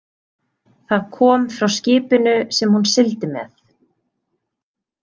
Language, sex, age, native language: Icelandic, female, 30-39, Icelandic